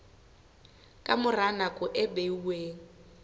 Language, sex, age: Southern Sotho, female, 18